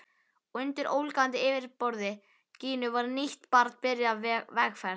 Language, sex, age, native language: Icelandic, male, 11, Icelandic